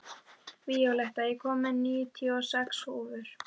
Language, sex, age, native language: Icelandic, female, 12, Icelandic